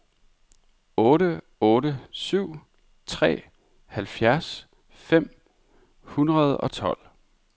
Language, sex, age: Danish, male, 31